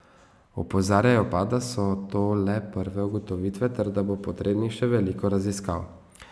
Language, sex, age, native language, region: Slovenian, male, 18-29, Slovenian, Savinja region